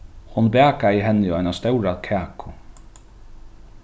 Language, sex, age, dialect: Faroese, male, 36-60, Norðuroyggjar